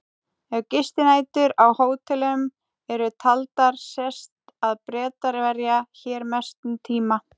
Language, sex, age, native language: Icelandic, female, 18-19, Icelandic